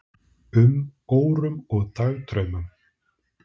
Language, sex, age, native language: Icelandic, male, 30-39, Icelandic